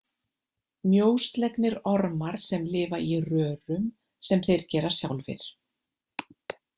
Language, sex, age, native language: Icelandic, female, 50-59, Icelandic